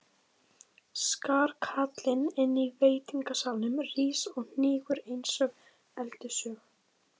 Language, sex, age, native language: Icelandic, female, 15, Icelandic